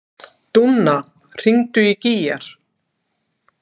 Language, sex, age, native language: Icelandic, female, 18-19, Icelandic